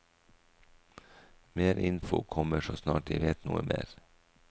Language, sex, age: Norwegian, male, 44